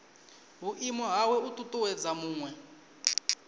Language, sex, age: Venda, male, 19